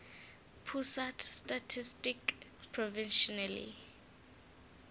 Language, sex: English, female